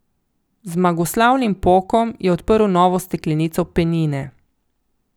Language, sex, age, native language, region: Slovenian, female, 50-59, Slovenian, Coastal Karst region